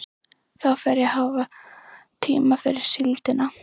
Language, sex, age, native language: Icelandic, female, 11, Icelandic